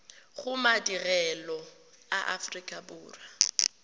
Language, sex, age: Tswana, female, 31